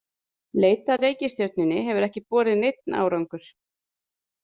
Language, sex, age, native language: Icelandic, female, 30-39, Icelandic